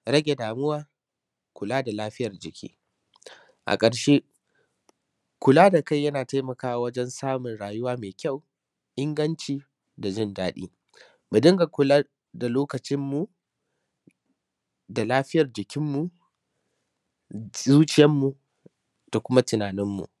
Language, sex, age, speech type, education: Hausa, male, 15-29, spontaneous, secondary